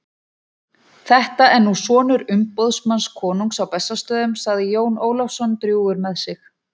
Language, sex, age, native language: Icelandic, female, 40-49, Icelandic